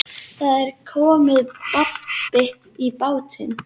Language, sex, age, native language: Icelandic, female, 30-39, Icelandic